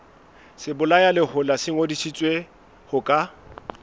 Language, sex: Southern Sotho, male